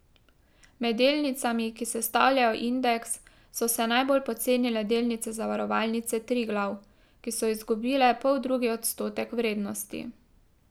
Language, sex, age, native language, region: Slovenian, female, 18-29, Slovenian, Drava region